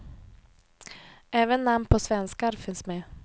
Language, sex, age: Swedish, female, 28